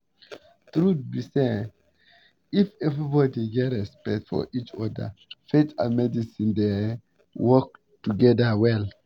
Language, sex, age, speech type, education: Nigerian Pidgin, male, 15-29, spontaneous, tertiary